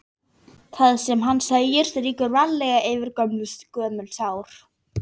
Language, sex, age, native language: Icelandic, female, 11, Icelandic